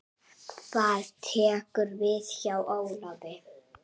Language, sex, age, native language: Icelandic, male, 7, Icelandic